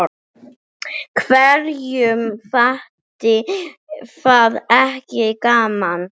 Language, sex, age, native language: Icelandic, female, 7, English